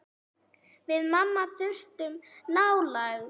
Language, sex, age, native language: Icelandic, female, 9, Icelandic